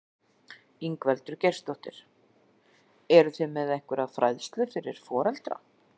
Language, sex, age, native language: Icelandic, female, 40-49, Icelandic